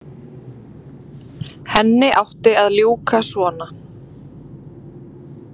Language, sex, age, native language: Icelandic, female, 30-39, Icelandic